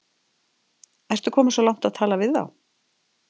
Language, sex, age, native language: Icelandic, female, 50-59, Icelandic